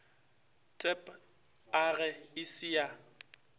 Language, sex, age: Northern Sotho, male, 25